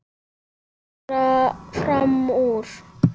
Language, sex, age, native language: Icelandic, male, 8, Icelandic